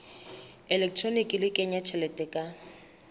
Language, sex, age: Southern Sotho, female, 24